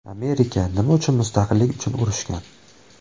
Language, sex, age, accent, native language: Uzbek, male, 25-34, Toshkent viloyati, Uzbek